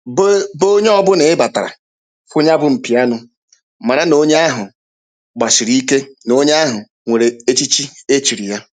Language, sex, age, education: Igbo, male, 30-45, tertiary